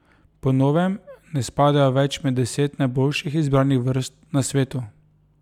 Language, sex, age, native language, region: Slovenian, male, 30-49, Slovenian, Drava region